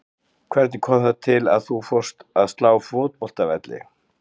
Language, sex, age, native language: Icelandic, male, 60-69, Icelandic